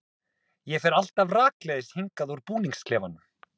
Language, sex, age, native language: Icelandic, male, 30-39, Icelandic